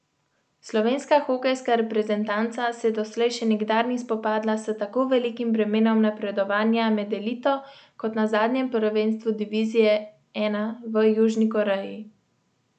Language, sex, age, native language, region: Slovenian, female, 18-29, Slovenian, Central Slovenia